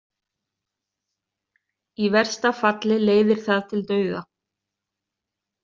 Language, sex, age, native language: Icelandic, other, 30-39, Icelandic